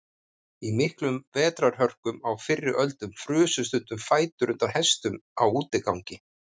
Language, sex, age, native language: Icelandic, male, 50-59, Icelandic